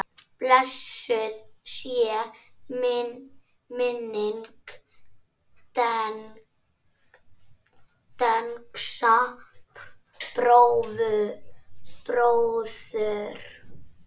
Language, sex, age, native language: Icelandic, male, 10, Icelandic